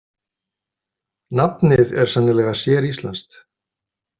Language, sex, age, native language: Icelandic, male, 50-59, Icelandic